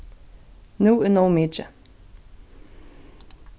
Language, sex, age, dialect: Faroese, female, 15-35, Suðurstreymoy